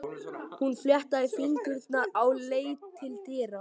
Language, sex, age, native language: Icelandic, male, 13, Icelandic